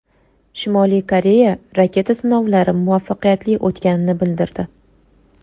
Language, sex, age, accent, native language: Uzbek, female, 18-24, Toshkent shahri, Uzbek